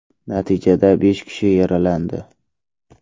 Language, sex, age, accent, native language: Uzbek, male, 18-24, Samarqand, Uzbek